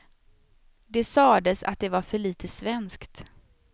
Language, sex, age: Swedish, female, 27